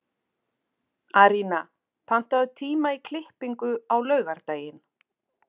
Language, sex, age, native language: Icelandic, female, 40-49, Icelandic